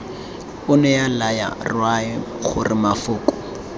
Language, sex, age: Tswana, male, 22